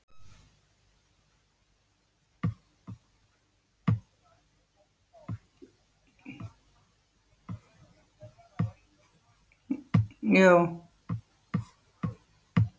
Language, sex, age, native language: Icelandic, female, 70-79, Icelandic